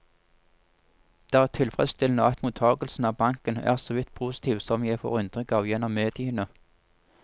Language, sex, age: Norwegian, male, 47